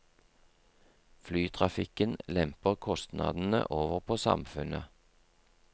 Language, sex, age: Norwegian, male, 43